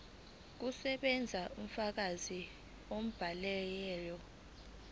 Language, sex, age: Zulu, female, 19